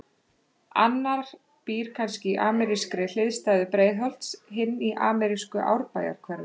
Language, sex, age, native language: Icelandic, female, 30-39, Icelandic